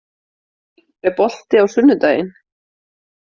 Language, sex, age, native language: Icelandic, female, 30-39, Icelandic